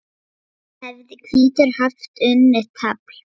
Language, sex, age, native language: Icelandic, female, 9, Lithuanian